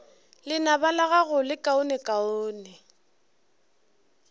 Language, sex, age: Northern Sotho, female, 21